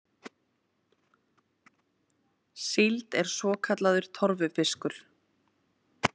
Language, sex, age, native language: Icelandic, female, 30-39, Icelandic